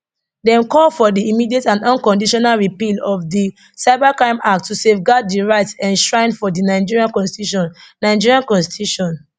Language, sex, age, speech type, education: Nigerian Pidgin, female, 30-45, spontaneous, tertiary